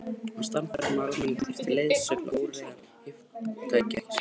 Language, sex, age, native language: Icelandic, male, 18-19, Icelandic